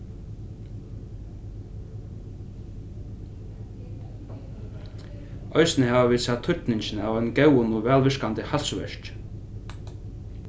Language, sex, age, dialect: Faroese, male, 15-35, Norðurstreymoy/Eysturoy